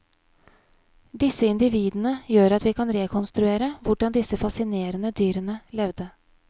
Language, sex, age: Norwegian, female, 31